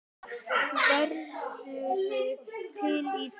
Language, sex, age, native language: Icelandic, male, 9, Icelandic